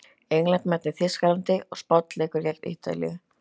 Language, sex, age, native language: Icelandic, other, 30-39, Icelandic